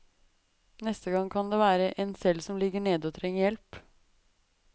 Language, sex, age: Norwegian, female, 23